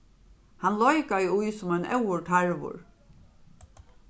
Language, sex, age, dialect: Faroese, female, 36-60, Norðurstreymoy/Eysturoy